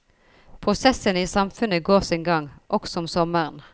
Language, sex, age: Norwegian, female, 40